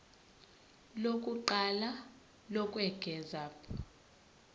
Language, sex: Zulu, female